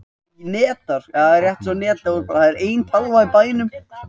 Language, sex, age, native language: Icelandic, male, 20-29, Icelandic